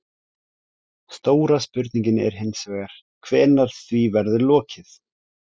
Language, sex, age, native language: Icelandic, male, 17, Icelandic